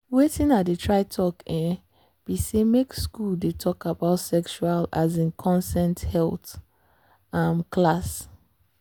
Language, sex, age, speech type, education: Nigerian Pidgin, female, 30-45, spontaneous, tertiary